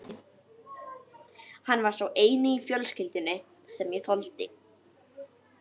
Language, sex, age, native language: Icelandic, female, 11, Icelandic